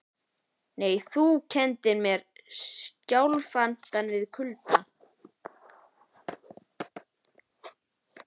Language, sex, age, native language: Icelandic, male, 11, Icelandic